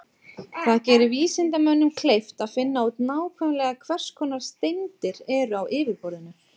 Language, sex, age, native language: Icelandic, female, 30-39, Icelandic